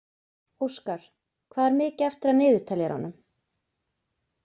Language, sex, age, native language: Icelandic, female, 20-29, Icelandic